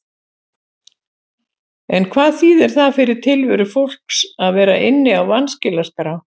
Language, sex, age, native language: Icelandic, female, 70-79, Icelandic